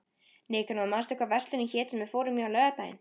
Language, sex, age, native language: Icelandic, female, 13, Icelandic